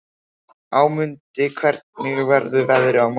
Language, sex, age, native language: Icelandic, male, 18-19, Icelandic